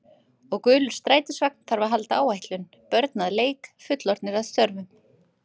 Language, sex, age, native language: Icelandic, female, 50-59, Icelandic